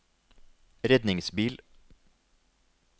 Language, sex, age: Norwegian, male, 33